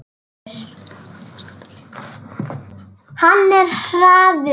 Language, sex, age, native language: Icelandic, female, 8, Icelandic